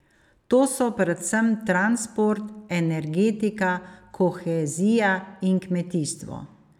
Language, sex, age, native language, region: Slovenian, female, 50-59, Slovenian, Savinja region